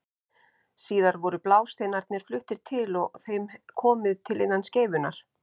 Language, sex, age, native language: Icelandic, female, 50-59, Icelandic